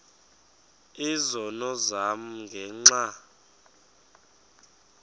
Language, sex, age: Xhosa, male, 23